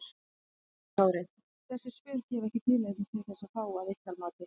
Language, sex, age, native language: Icelandic, female, 30-39, Icelandic